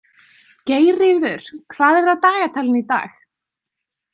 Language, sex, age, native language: Icelandic, female, 20-29, Icelandic